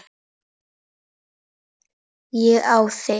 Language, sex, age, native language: Icelandic, female, 10, Icelandic